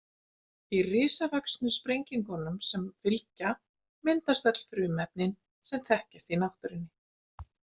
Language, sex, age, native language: Icelandic, female, 50-59, Icelandic